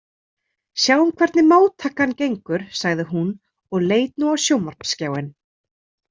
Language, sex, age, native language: Icelandic, female, 30-39, Icelandic